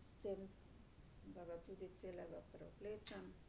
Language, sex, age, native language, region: Slovenian, female, 60+, Slovenian, Drava region